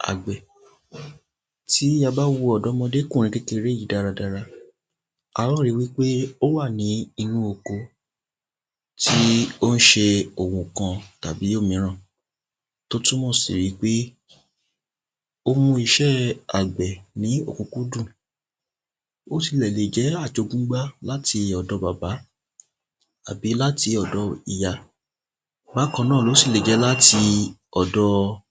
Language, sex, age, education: Yoruba, male, 15-29, tertiary